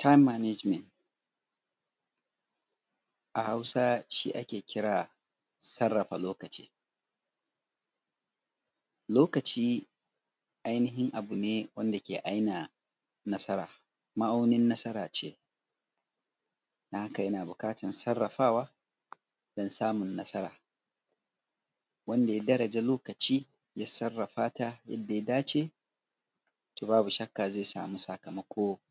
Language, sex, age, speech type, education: Hausa, male, 30-45, spontaneous, tertiary